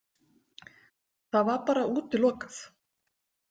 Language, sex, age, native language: Icelandic, female, 40-49, Icelandic